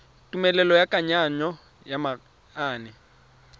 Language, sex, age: Tswana, male, 23